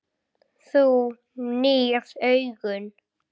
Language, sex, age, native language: Icelandic, female, 8, Icelandic